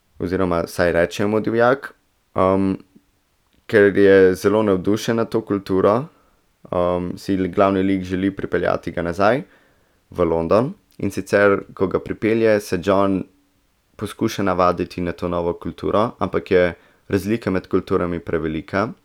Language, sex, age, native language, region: Slovenian, male, 18-29, Slovenian, Central Slovenia